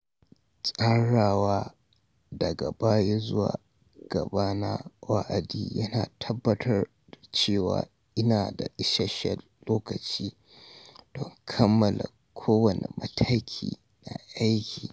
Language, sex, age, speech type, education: Hausa, male, 46-60, read, tertiary